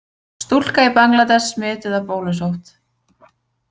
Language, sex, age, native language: Icelandic, female, 20-29, Icelandic